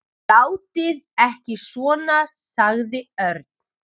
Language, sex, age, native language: Icelandic, male, 7, Icelandic